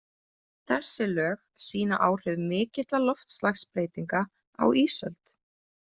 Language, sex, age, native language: Icelandic, female, 20-29, Icelandic